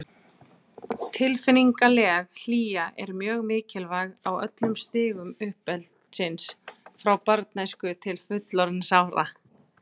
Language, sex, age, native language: Icelandic, female, 20-29, Icelandic